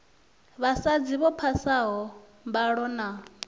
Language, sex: Venda, female